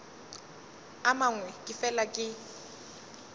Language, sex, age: Northern Sotho, female, 20